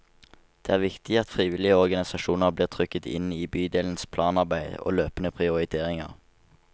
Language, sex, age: Norwegian, male, 19